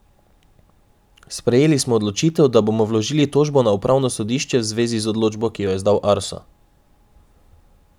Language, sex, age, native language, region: Slovenian, male, 18-29, Slovenian, Drava region